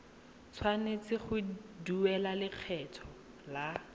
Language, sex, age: Tswana, female, 18